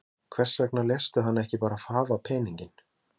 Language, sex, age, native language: Icelandic, male, 20-29, Icelandic